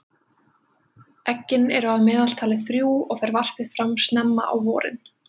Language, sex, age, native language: Icelandic, female, 20-29, Icelandic